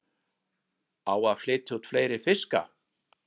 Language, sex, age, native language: Icelandic, male, 30-39, Icelandic